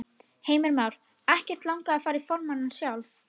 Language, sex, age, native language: Icelandic, female, 30-39, Icelandic